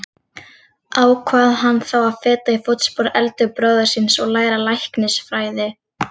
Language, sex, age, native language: Icelandic, female, 40-49, Icelandic